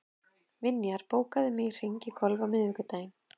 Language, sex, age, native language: Icelandic, female, 30-39, Icelandic